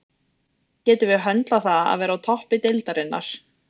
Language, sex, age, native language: Icelandic, female, 20-29, Icelandic